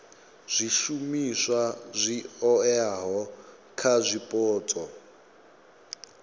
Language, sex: Venda, male